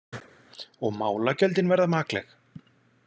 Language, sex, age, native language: Icelandic, male, 40-49, Icelandic